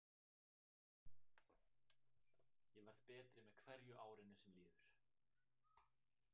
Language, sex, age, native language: Icelandic, male, 18-19, Icelandic